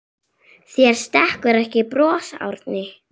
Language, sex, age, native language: Icelandic, female, 7, Icelandic